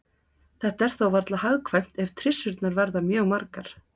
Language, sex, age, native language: Icelandic, female, 30-39, Icelandic